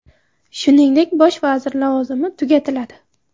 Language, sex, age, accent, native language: Uzbek, female, 18-24, Navoiy, Uzbek